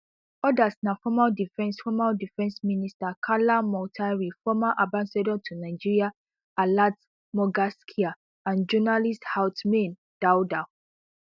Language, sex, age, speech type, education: Nigerian Pidgin, female, 15-29, spontaneous, tertiary